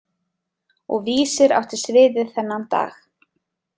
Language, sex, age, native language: Icelandic, female, 30-39, Icelandic